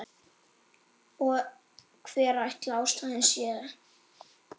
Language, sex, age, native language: Icelandic, male, 8, Icelandic